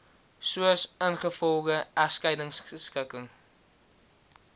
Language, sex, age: Afrikaans, male, 19